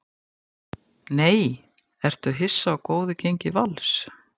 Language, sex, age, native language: Icelandic, female, 50-59, Icelandic